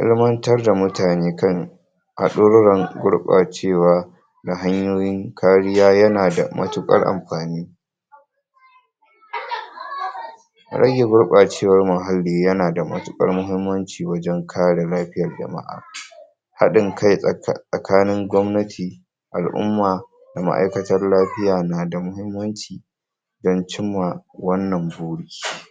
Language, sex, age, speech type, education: Hausa, male, 46-60, spontaneous, tertiary